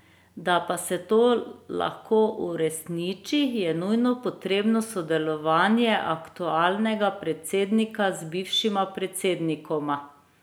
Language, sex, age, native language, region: Slovenian, female, 30-49, Slovenian, Drava region